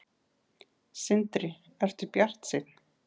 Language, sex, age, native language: Icelandic, female, 30-39, Icelandic